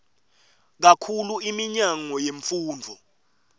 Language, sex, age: Swati, male, 18